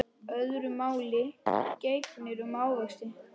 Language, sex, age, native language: Icelandic, male, 10, Icelandic